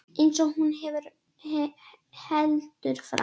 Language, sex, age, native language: Icelandic, female, 10, Icelandic